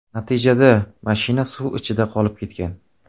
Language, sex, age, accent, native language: Uzbek, male, 25-34, Samarqand, Uzbek